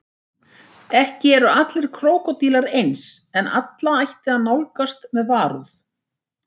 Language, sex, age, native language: Icelandic, female, 60-69, Icelandic